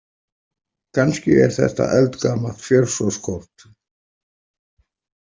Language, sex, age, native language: Icelandic, male, 40-49, Icelandic